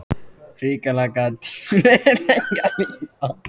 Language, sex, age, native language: Icelandic, male, 14, Icelandic